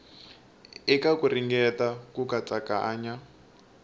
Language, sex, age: Tsonga, male, 18